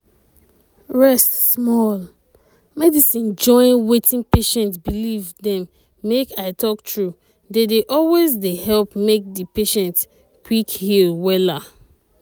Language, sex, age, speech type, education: Nigerian Pidgin, female, 30-45, spontaneous, tertiary